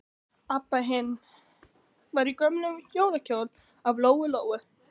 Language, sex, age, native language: Icelandic, other, 15, Icelandic